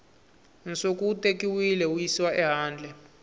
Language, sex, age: Tsonga, male, 22